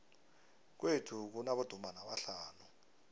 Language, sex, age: South Ndebele, male, 23